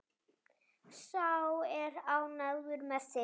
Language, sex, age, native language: Icelandic, female, 7, Icelandic